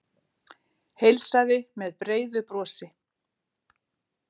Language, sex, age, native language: Icelandic, female, 60-69, Icelandic